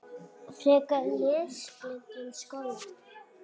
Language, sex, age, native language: Icelandic, female, 7, Icelandic